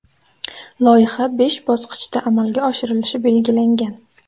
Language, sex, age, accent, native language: Uzbek, female, 18-24, Samarqand, Uzbek